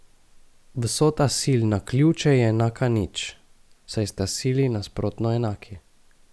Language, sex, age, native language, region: Slovenian, male, 18-29, Slovenian, Gorica region